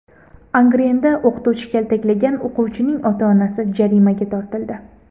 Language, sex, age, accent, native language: Uzbek, female, 18-24, Andijon, Uzbek